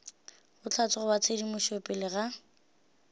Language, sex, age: Northern Sotho, female, 18